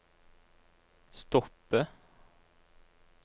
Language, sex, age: Norwegian, male, 26